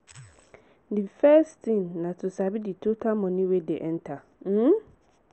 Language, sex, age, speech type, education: Nigerian Pidgin, female, 15-29, spontaneous, tertiary